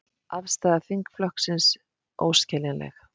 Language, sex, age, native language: Icelandic, female, 50-59, Icelandic